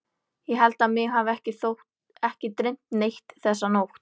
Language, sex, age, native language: Icelandic, female, 11, Icelandic